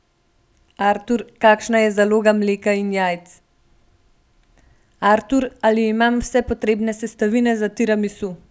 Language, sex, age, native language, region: Slovenian, female, 18-29, Slovenian, Gorenjska region